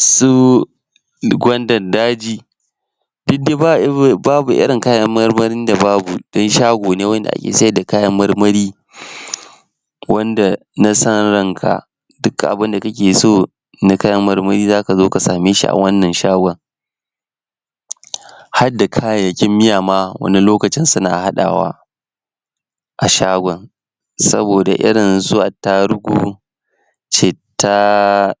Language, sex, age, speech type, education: Hausa, male, 15-29, spontaneous, tertiary